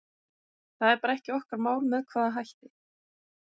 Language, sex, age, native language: Icelandic, female, 20-29, Icelandic